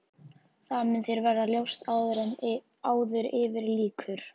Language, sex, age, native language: Icelandic, female, 14, Icelandic